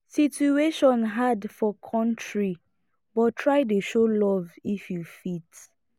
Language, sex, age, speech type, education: Nigerian Pidgin, female, 15-29, spontaneous, tertiary